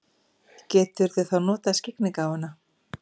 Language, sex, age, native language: Icelandic, female, 50-59, Icelandic